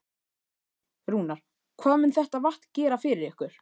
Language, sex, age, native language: Icelandic, male, 13, Icelandic